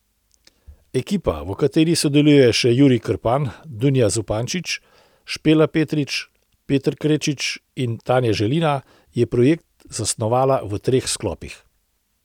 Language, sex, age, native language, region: Slovenian, male, 60+, Slovenian, Central Slovenia